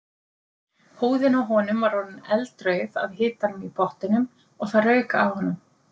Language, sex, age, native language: Icelandic, female, 50-59, Icelandic